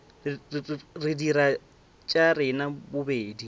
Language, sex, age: Northern Sotho, male, 25